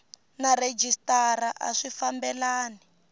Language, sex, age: Tsonga, female, 19